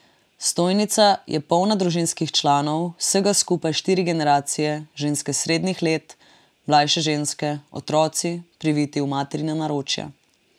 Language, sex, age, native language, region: Slovenian, female, 18-29, Slovenian, Drava region